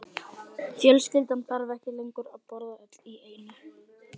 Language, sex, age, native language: Icelandic, male, 12, Icelandic